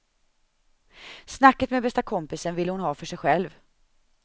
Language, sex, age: Swedish, female, 31